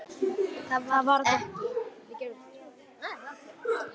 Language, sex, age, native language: Icelandic, female, 8, Icelandic